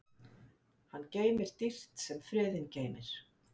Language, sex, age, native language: Icelandic, female, 50-59, Icelandic